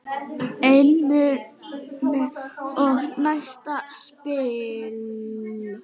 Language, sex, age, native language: Icelandic, female, 9, Icelandic